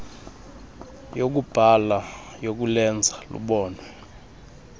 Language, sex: Xhosa, male